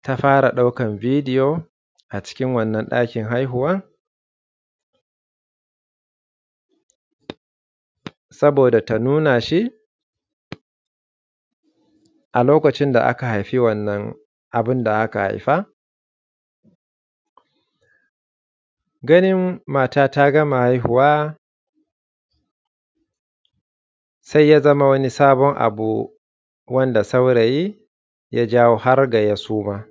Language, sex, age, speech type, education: Hausa, male, 30-45, spontaneous, secondary